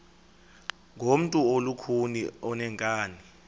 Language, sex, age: Xhosa, male, 22